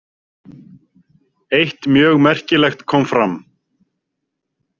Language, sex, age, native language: Icelandic, male, 40-49, Icelandic